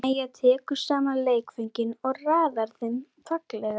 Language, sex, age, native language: Icelandic, female, 30-39, Icelandic